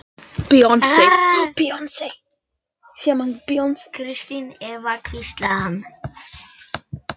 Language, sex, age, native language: Icelandic, male, 18-19, Icelandic